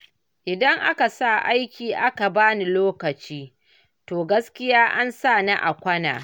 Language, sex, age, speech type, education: Hausa, female, 60+, read, primary